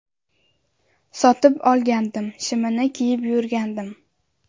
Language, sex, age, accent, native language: Uzbek, female, under 19, Andijon, Uzbek